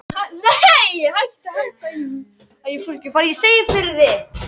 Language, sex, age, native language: Icelandic, female, 18-19, Icelandic